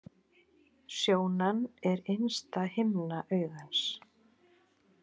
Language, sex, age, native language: Icelandic, female, 40-49, Icelandic